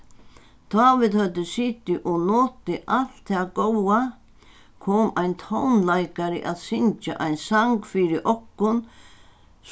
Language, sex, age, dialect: Faroese, female, 61+, Sandoy